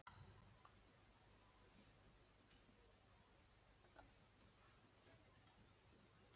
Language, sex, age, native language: Icelandic, male, 50-59, Icelandic